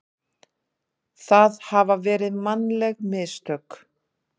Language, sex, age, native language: Icelandic, female, 30-39, Icelandic